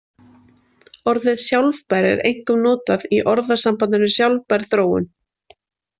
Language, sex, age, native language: Icelandic, female, 20-29, Icelandic